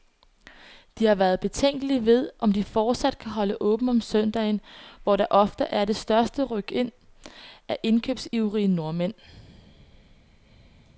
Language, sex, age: Danish, female, 21